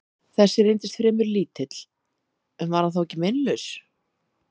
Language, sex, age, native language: Icelandic, female, 30-39, Icelandic